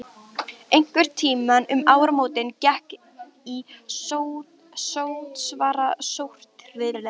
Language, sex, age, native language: Icelandic, female, 13, Icelandic